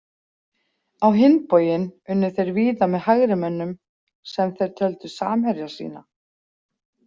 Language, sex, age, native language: Icelandic, female, 40-49, Icelandic